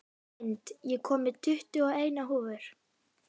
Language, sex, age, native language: Icelandic, female, 12, Icelandic